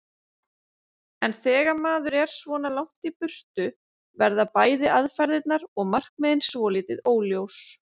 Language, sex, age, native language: Icelandic, female, 30-39, Icelandic